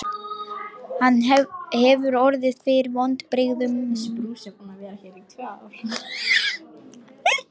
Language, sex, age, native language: Icelandic, female, 18-19, Lithuanian